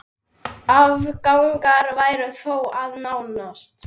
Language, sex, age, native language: Icelandic, male, 10, Icelandic